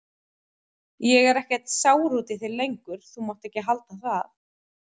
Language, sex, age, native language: Icelandic, female, 30-39, Icelandic